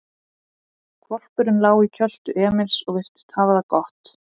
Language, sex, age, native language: Icelandic, female, 30-39, Icelandic